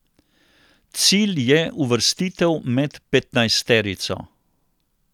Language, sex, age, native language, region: Slovenian, male, 60+, Slovenian, Central Slovenia